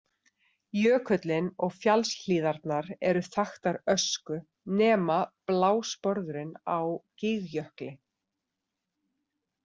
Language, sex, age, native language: Icelandic, female, 30-39, Icelandic